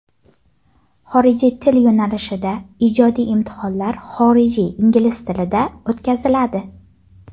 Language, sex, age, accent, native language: Uzbek, female, 19-29, Jizzax, Uzbek